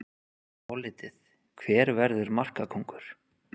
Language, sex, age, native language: Icelandic, male, 30-39, Icelandic